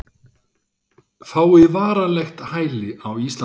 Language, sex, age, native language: Icelandic, male, 60-69, Icelandic